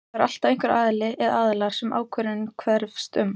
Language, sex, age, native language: Icelandic, female, 18-19, Icelandic